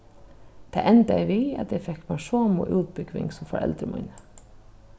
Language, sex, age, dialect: Faroese, female, 36-60, Norðuroyggjar